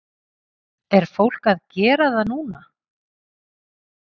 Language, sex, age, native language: Icelandic, female, 50-59, Icelandic